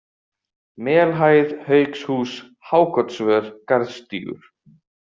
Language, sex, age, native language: Icelandic, male, 18-19, Icelandic